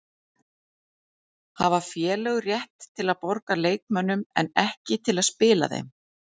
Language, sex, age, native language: Icelandic, female, 40-49, Icelandic